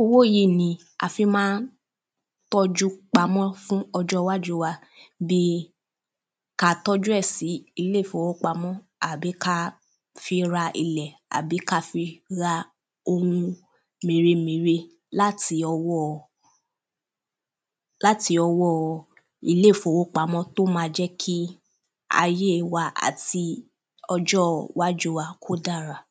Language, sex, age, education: Yoruba, female, 15-29, primary